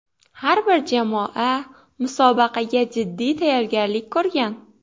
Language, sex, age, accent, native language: Uzbek, female, 18-24, Xorazm, Uzbek